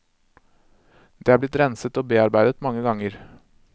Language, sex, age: Norwegian, male, 26